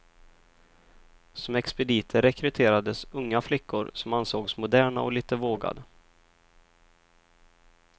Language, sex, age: Swedish, male, 23